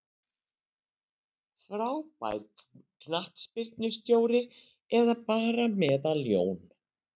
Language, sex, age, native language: Icelandic, female, 60-69, Icelandic